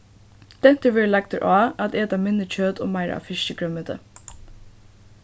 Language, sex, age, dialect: Faroese, female, 15-35, Suðurstreymoy